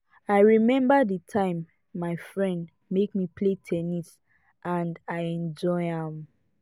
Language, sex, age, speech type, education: Nigerian Pidgin, female, 15-29, spontaneous, tertiary